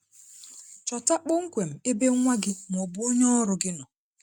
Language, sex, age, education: Igbo, female, 30-45, tertiary